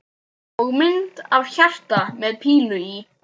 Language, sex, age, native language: Icelandic, male, 12, Icelandic